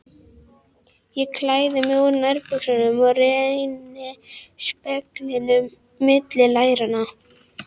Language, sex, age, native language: Icelandic, female, 11, Icelandic